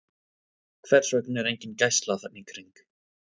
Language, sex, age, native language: Icelandic, male, 20-29, Icelandic